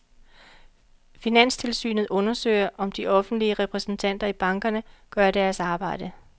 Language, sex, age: Danish, female, 45